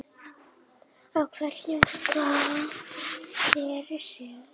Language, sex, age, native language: Icelandic, female, 9, Icelandic